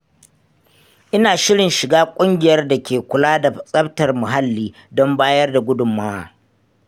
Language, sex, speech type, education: Hausa, male, spontaneous, tertiary